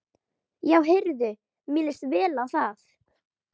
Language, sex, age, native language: Icelandic, female, 12, Icelandic